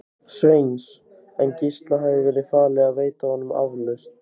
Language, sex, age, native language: Icelandic, other, 15, Icelandic